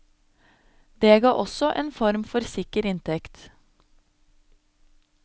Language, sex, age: Norwegian, female, 26